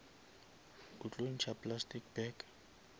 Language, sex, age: Northern Sotho, male, 23